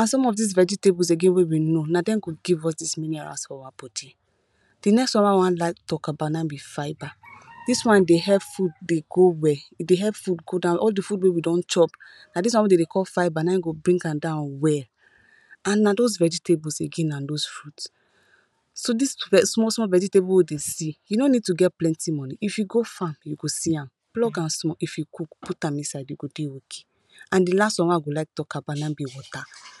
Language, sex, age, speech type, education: Nigerian Pidgin, female, 15-29, spontaneous, tertiary